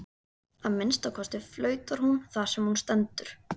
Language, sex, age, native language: Icelandic, female, 13, Icelandic